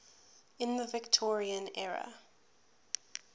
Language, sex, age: English, female, 20